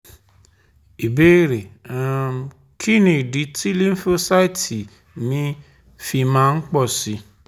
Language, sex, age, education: Yoruba, male, 30-45, tertiary